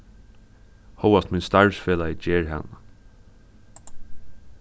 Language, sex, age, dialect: Faroese, male, 15-35, Suðurstreymoy